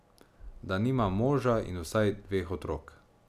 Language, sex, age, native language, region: Slovenian, male, 18-29, Slovenian, Savinja region